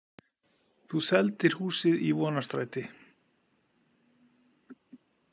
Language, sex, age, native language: Icelandic, male, 40-49, Icelandic